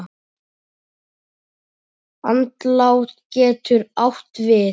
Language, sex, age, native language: Icelandic, male, 7, Icelandic